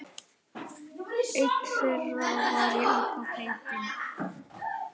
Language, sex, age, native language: Icelandic, male, 10, Icelandic